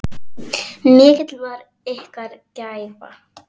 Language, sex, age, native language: Icelandic, female, 7, Icelandic